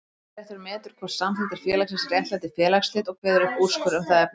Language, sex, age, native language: Icelandic, female, 30-39, Icelandic